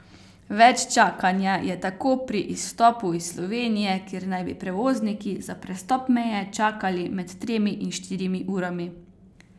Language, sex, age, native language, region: Slovenian, female, 18-29, Slovenian, Carinthia region